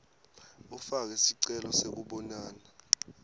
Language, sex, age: Swati, male, 18